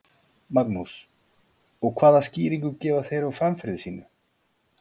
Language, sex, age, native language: Icelandic, male, 40-49, Icelandic